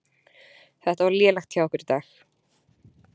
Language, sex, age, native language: Icelandic, female, 20-29, Icelandic